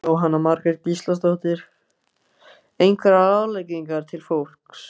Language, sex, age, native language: Icelandic, male, 15, Icelandic